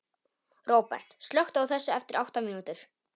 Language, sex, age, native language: Icelandic, male, 18-19, Polish